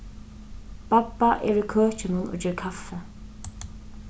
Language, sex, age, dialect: Faroese, female, 36-60, Suðurstreymoy